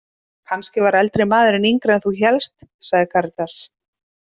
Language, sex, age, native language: Icelandic, female, 30-39, Icelandic